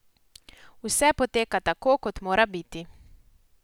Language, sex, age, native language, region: Slovenian, female, 18-29, Slovenian, Posavska region